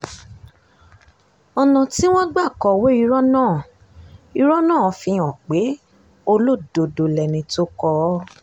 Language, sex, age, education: Yoruba, female, 15-29, tertiary